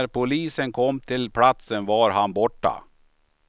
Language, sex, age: Swedish, male, 53